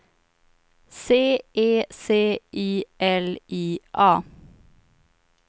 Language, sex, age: Swedish, female, 25